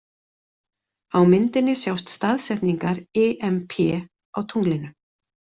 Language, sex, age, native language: Icelandic, female, 40-49, Icelandic